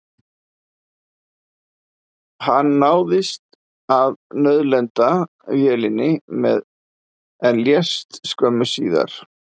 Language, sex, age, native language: Icelandic, male, 50-59, Icelandic